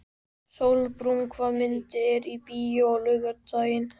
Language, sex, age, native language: Icelandic, male, 12, Icelandic